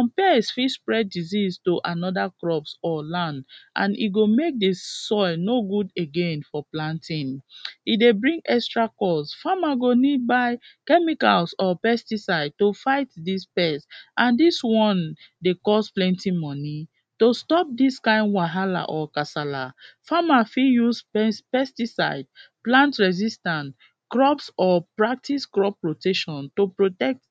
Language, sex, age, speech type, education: Nigerian Pidgin, female, 15-29, spontaneous, secondary